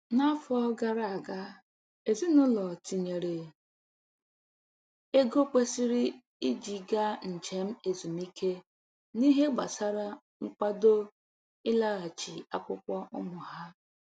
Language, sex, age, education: Igbo, female, 15-29, tertiary